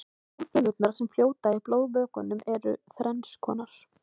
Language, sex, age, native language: Icelandic, female, 20-29, Icelandic